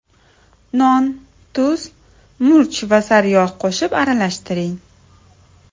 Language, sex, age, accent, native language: Uzbek, female, 30-39, Samarqand, Uzbek